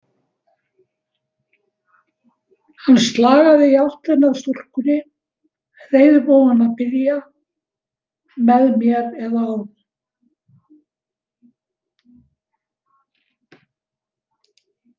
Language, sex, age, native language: Icelandic, female, 70-79, Icelandic